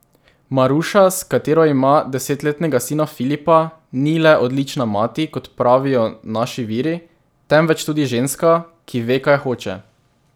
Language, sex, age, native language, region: Slovenian, male, 18-29, Slovenian, Drava region